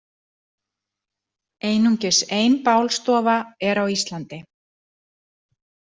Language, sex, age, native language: Icelandic, female, 40-49, Icelandic